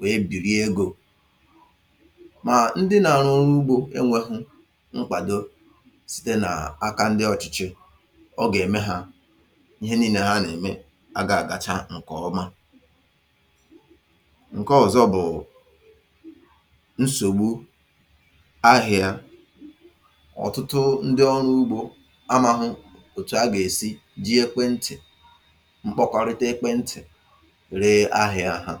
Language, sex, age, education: Igbo, male, 30-45, tertiary